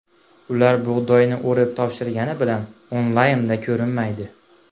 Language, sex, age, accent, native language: Uzbek, male, 18-24, Andijon, Uzbek